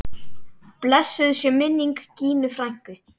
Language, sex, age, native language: Icelandic, male, 9, Icelandic